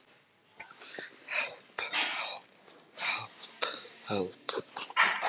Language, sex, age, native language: Icelandic, other, 18-19, Icelandic